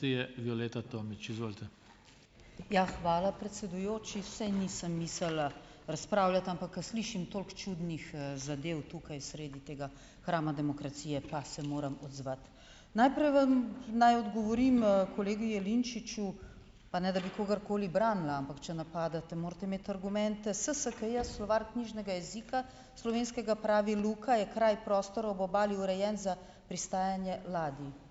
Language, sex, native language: Slovenian, female, Slovenian